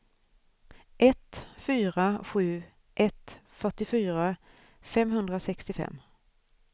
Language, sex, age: Swedish, female, 41